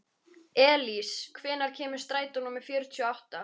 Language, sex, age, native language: Icelandic, female, 13, Icelandic